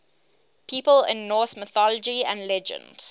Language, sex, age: English, female, 18